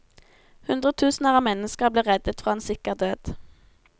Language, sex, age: Norwegian, female, 17